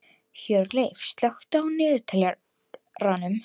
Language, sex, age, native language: Icelandic, female, 12, Icelandic